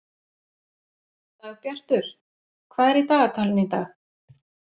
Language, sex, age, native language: Icelandic, female, 40-49, Icelandic